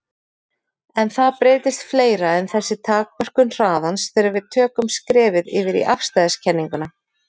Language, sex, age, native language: Icelandic, female, 40-49, Icelandic